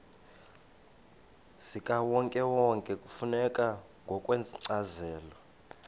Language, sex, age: Xhosa, male, 33